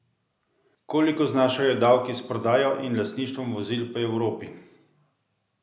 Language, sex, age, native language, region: Slovenian, male, 50-59, Slovenian, Central Slovenia